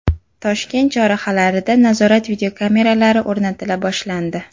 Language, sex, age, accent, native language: Uzbek, female, 18-24, Andijon, Uzbek